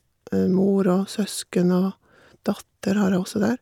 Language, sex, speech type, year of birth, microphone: Norwegian, female, spontaneous, 1958, Shure